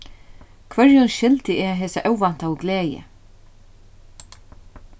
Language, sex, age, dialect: Faroese, female, 36-60, Norðuroyggjar